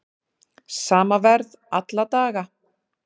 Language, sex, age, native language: Icelandic, female, 30-39, Icelandic